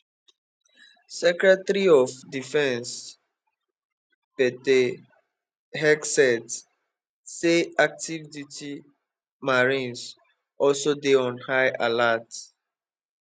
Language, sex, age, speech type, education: Nigerian Pidgin, male, 15-29, spontaneous, tertiary